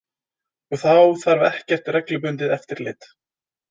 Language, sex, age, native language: Icelandic, male, 20-29, Icelandic